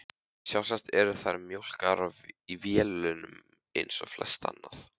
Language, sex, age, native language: Icelandic, male, 15, Icelandic